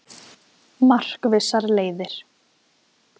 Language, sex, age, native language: Icelandic, female, 20-29, Icelandic